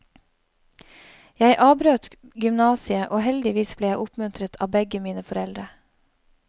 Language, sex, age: Norwegian, female, 31